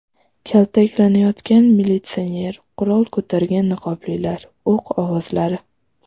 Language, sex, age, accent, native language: Uzbek, female, 12-17, Toshkent viloyati, Uzbek